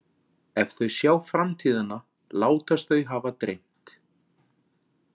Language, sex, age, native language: Icelandic, male, 40-49, Icelandic